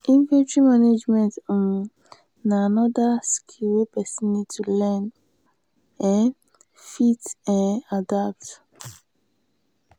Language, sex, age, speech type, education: Nigerian Pidgin, female, 15-29, spontaneous, tertiary